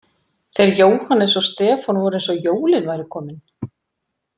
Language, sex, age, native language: Icelandic, female, 40-49, Icelandic